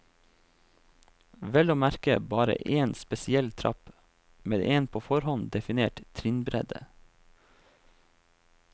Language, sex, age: Norwegian, male, 28